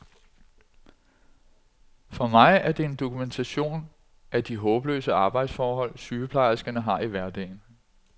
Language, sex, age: Danish, male, 46